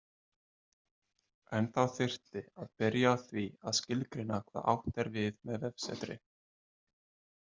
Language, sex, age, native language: Icelandic, male, 20-29, Icelandic